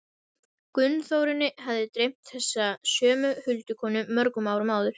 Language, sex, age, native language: Icelandic, female, 12, Icelandic